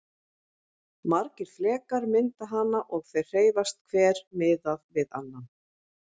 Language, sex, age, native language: Icelandic, female, 50-59, Icelandic